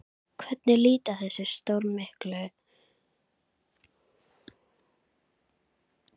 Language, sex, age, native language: Icelandic, female, 11, Icelandic